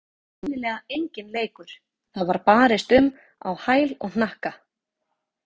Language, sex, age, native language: Icelandic, female, 40-49, Icelandic